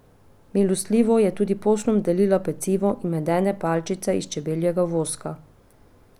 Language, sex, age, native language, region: Slovenian, female, 30-49, Slovenian, Pomurje region